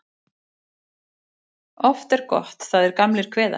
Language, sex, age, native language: Icelandic, female, 40-49, Icelandic